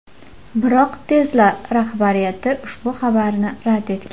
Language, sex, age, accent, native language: Uzbek, female, 18-24, Farg'ona, Uzbek